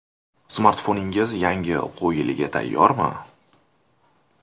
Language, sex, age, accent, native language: Uzbek, male, 19-29, Toshkent shahri, Uzbek